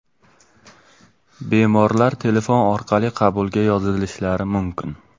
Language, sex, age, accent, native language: Uzbek, male, 18-24, Namangan, Uzbek